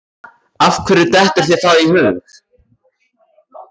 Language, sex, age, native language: Icelandic, male, 14, Icelandic